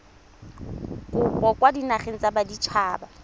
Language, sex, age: Tswana, female, 25